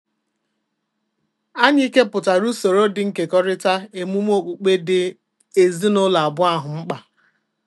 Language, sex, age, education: Igbo, female, 30-45, tertiary